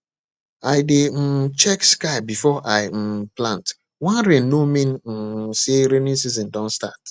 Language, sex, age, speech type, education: Nigerian Pidgin, male, 30-45, spontaneous, tertiary